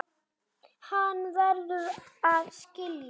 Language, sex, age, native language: Icelandic, female, 7, Icelandic